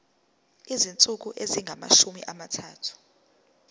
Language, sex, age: Zulu, female, 19